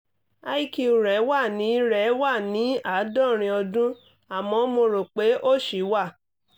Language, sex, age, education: Yoruba, female, 30-45, tertiary